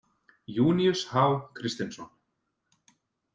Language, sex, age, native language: Icelandic, male, 30-39, Icelandic